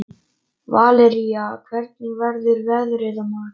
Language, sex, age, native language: Icelandic, male, 11, Icelandic